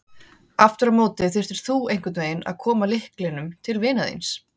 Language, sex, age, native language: Icelandic, female, 30-39, Icelandic